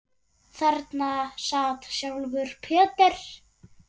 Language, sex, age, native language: Icelandic, female, 8, Icelandic